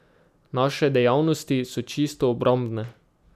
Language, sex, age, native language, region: Slovenian, male, 18-29, Slovenian, Drava region